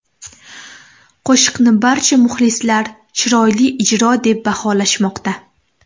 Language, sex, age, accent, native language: Uzbek, female, 18-24, Namangan, Uzbek